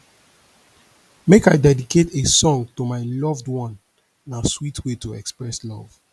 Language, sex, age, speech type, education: Nigerian Pidgin, male, 30-45, spontaneous, tertiary